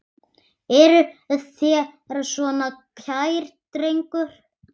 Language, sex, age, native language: Icelandic, male, 8, Icelandic